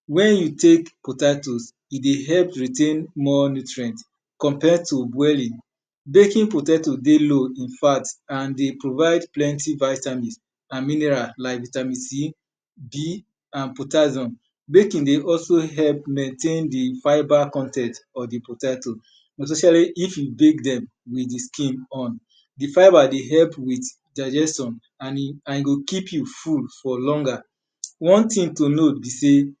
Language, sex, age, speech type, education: Nigerian Pidgin, male, 30-45, spontaneous, tertiary